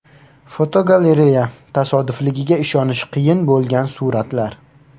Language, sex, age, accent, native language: Uzbek, male, 18-24, Navoiy, Uzbek